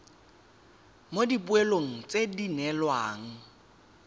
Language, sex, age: Tswana, male, 18